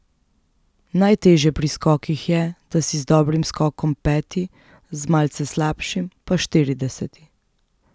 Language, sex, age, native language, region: Slovenian, female, 30-49, Slovenian, Central Slovenia